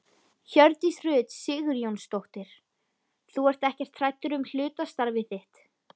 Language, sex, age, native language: Icelandic, female, 13, Icelandic